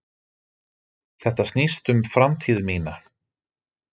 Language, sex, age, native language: Icelandic, male, 30-39, Icelandic